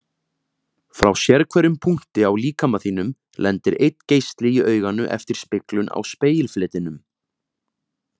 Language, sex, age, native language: Icelandic, male, 20-29, Icelandic